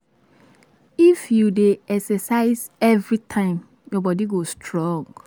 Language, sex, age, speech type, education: Nigerian Pidgin, female, 15-29, spontaneous, tertiary